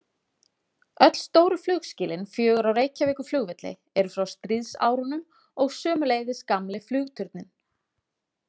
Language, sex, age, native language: Icelandic, female, 40-49, Icelandic